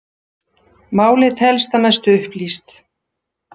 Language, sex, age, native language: Icelandic, female, 60-69, Icelandic